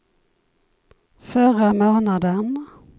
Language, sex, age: Swedish, female, 51